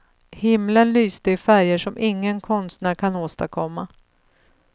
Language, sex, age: Swedish, female, 35